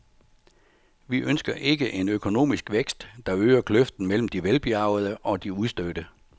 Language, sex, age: Danish, male, 64